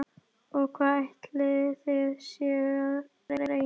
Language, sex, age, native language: Icelandic, female, 11, Icelandic